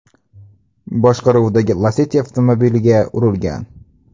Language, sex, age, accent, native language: Uzbek, male, 18-24, Andijon, Uzbek